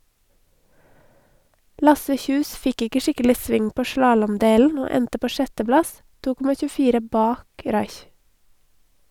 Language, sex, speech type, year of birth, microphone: Norwegian, female, read, 1982, Sennheiser